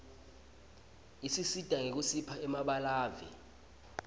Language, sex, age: Swati, male, 20